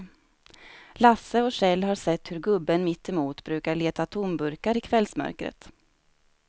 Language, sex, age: Swedish, female, 29